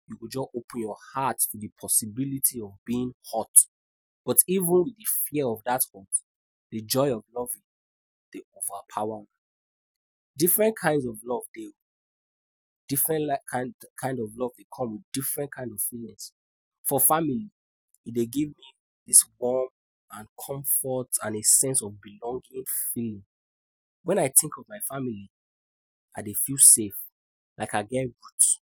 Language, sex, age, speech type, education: Nigerian Pidgin, male, 15-29, spontaneous, tertiary